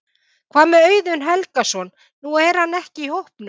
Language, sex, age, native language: Icelandic, female, 50-59, Icelandic